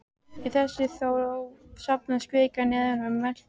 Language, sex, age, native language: Icelandic, female, 12, Icelandic